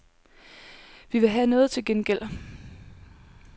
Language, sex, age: Danish, female, 19